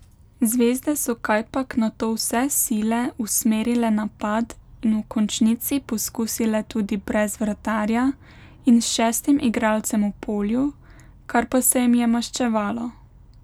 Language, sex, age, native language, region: Slovenian, female, 18-29, Slovenian, Pomurje region